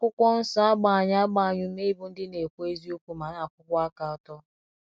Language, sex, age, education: Igbo, female, 15-29, secondary